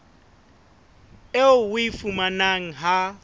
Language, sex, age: Southern Sotho, male, 21